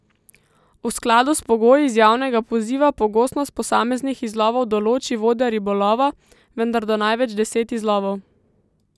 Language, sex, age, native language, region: Slovenian, female, 18-29, Slovenian, Central Slovenia